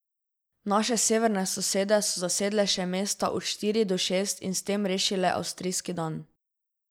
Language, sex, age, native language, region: Slovenian, female, 12-17, Slovenian, Drava region